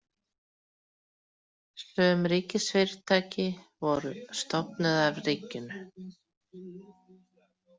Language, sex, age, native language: Icelandic, female, 40-49, Icelandic